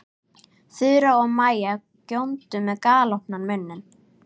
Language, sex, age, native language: Icelandic, female, 13, Icelandic